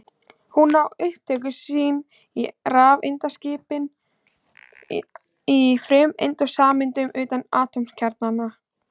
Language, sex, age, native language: Icelandic, female, 16, Icelandic